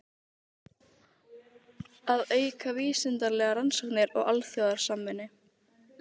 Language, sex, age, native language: Icelandic, female, 15, Icelandic